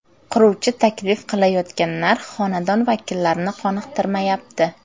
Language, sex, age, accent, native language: Uzbek, female, 18-24, Samarqand, Uzbek